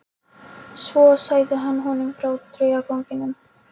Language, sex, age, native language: Icelandic, female, 13, Polish